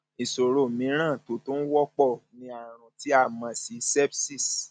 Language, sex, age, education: Yoruba, male, 30-45, tertiary